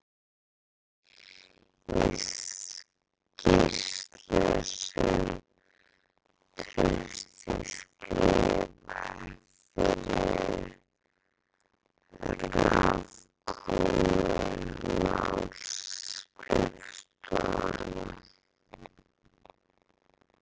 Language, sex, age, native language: Icelandic, female, 11, Icelandic